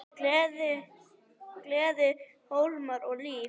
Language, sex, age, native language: Icelandic, female, 10, Icelandic